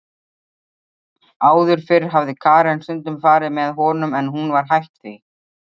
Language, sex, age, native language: Icelandic, female, 30-39, Icelandic